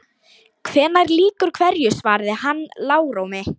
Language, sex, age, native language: Icelandic, female, 18-19, Lithuanian